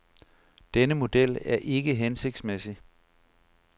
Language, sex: Danish, male